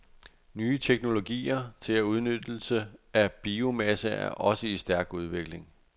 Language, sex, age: Danish, male, 48